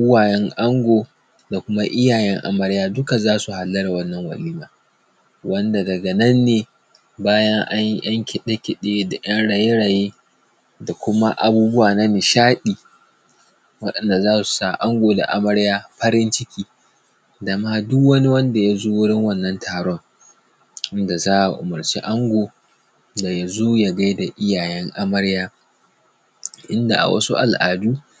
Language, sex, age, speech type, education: Hausa, male, 15-29, spontaneous, tertiary